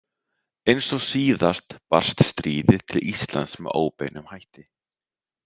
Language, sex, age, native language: Icelandic, male, 30-39, Icelandic